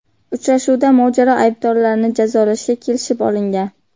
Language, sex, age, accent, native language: Uzbek, female, 18-24, Qashqadaryo, Uzbek